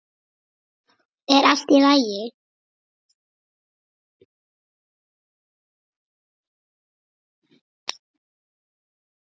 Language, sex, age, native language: Icelandic, female, 8, Icelandic